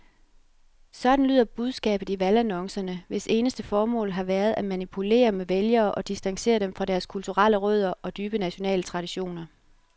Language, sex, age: Danish, female, 33